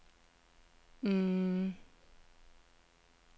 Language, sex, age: Norwegian, female, 41